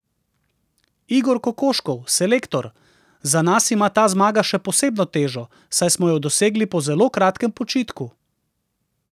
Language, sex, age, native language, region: Slovenian, male, 30-49, Slovenian, Central Slovenia